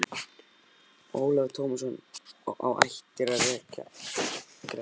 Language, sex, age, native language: Icelandic, male, 11, Icelandic